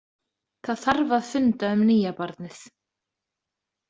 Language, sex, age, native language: Icelandic, female, 30-39, Icelandic